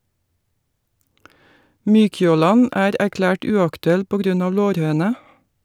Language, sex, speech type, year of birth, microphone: Norwegian, female, read, 1961, Shure